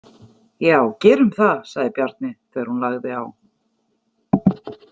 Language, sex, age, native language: Icelandic, female, 40-49, Icelandic